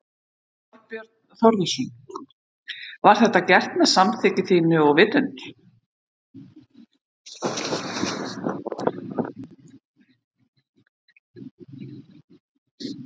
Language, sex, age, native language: Icelandic, female, 50-59, Icelandic